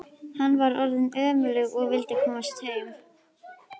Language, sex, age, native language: Icelandic, female, 11, Icelandic